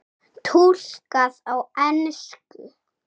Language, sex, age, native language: Icelandic, male, 6, Icelandic